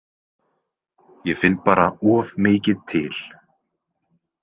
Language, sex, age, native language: Icelandic, male, 20-29, Icelandic